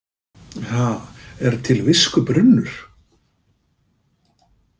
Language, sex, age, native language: Icelandic, male, 50-59, Icelandic